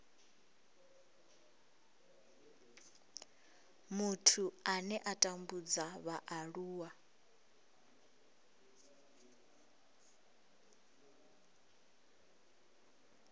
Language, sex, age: Venda, female, 20